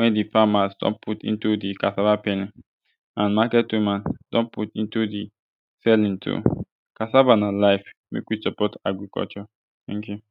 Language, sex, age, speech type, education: Nigerian Pidgin, male, 15-29, spontaneous, tertiary